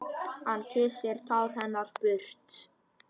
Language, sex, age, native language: Icelandic, male, 10, Icelandic